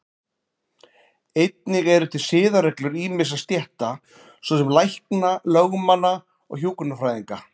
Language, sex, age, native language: Icelandic, male, 40-49, Icelandic